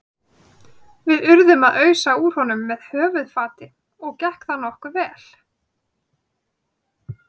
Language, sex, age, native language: Icelandic, female, 30-39, Icelandic